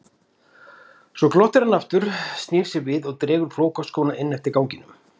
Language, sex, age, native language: Icelandic, male, 50-59, Icelandic